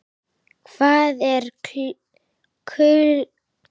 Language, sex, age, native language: Icelandic, female, 9, Icelandic